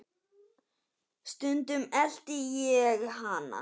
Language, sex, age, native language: Icelandic, male, 10, Icelandic